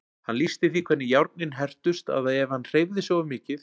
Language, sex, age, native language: Icelandic, male, 40-49, Icelandic